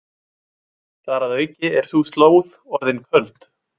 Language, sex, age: Icelandic, male, 20-29